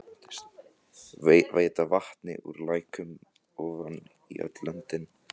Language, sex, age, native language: Icelandic, other, 14, Icelandic